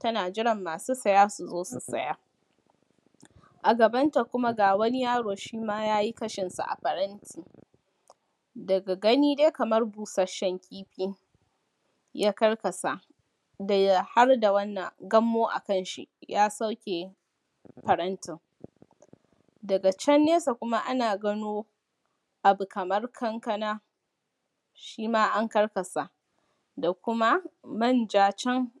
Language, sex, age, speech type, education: Hausa, female, 15-29, spontaneous, primary